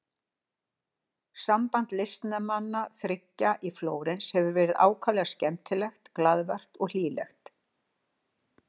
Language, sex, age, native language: Icelandic, female, 60-69, Icelandic